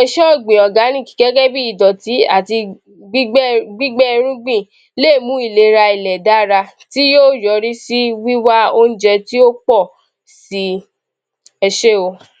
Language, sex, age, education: Yoruba, female, 15-29, tertiary